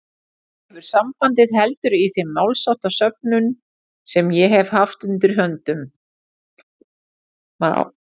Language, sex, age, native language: Icelandic, female, 40-49, Icelandic